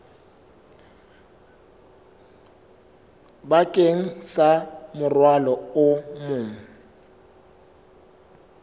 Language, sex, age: Southern Sotho, male, 24